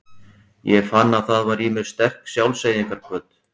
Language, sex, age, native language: Icelandic, male, 40-49, Icelandic